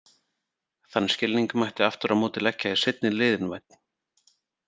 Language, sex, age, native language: Icelandic, male, 40-49, Icelandic